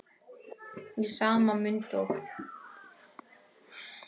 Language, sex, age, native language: Icelandic, male, 10, Icelandic